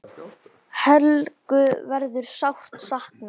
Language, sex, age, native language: Icelandic, male, 9, Icelandic